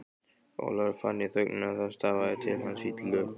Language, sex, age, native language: Icelandic, male, 15, Icelandic